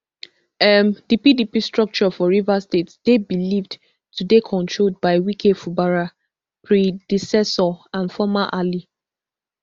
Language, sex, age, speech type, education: Nigerian Pidgin, female, 15-29, spontaneous, tertiary